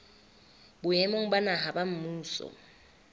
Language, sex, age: Southern Sotho, female, 24